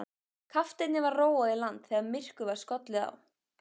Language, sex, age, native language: Icelandic, female, 15, Icelandic